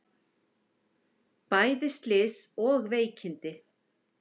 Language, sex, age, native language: Icelandic, female, 50-59, Icelandic